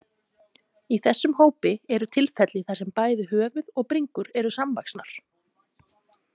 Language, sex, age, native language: Icelandic, female, 30-39, Icelandic